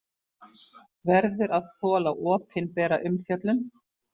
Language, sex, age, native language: Icelandic, female, 50-59, Icelandic